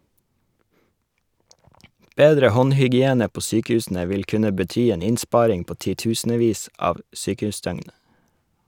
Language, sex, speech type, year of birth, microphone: Norwegian, male, read, 1981, Shure